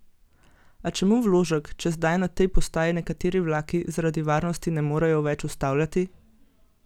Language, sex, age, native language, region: Slovenian, female, 18-29, Slovenian, Gorenjska region